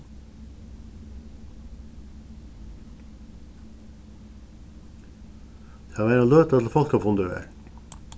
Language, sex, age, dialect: Faroese, male, 36-60, Suðuroy